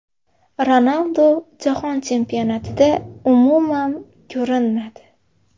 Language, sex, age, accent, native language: Uzbek, female, 18-24, Xorazm, Uzbek